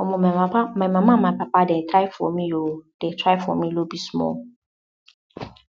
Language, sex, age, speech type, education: Nigerian Pidgin, female, 60+, spontaneous, tertiary